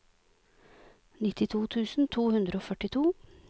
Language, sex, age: Norwegian, female, 46